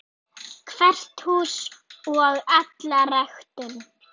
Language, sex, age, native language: Icelandic, female, 7, Icelandic